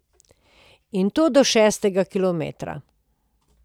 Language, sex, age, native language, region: Slovenian, female, 50-59, Slovenian, Posavska region